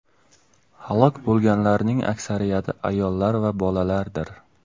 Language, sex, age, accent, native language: Uzbek, male, 18-24, Namangan, Uzbek